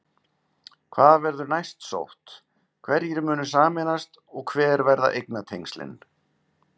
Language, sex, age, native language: Icelandic, male, 50-59, Icelandic